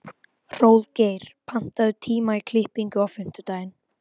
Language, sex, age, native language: Icelandic, female, 12, Icelandic